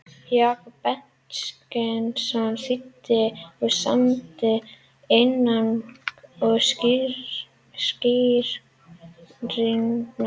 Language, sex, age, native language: Icelandic, female, 30-39, Icelandic